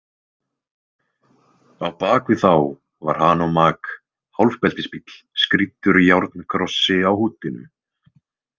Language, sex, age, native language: Icelandic, male, 20-29, Icelandic